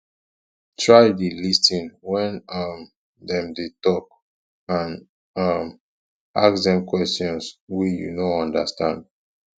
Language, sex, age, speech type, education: Nigerian Pidgin, male, 15-29, spontaneous, tertiary